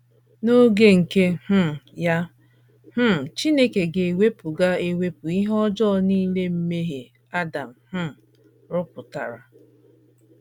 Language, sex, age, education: Igbo, female, 30-45, tertiary